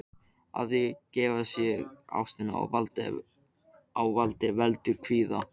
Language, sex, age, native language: Icelandic, male, 13, Icelandic